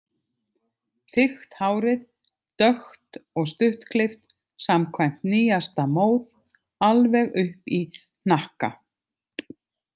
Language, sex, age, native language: Icelandic, other, 50-59, Icelandic